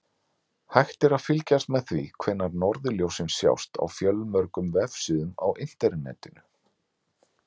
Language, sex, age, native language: Icelandic, male, 40-49, Icelandic